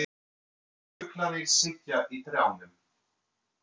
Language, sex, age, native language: Icelandic, male, 30-39, French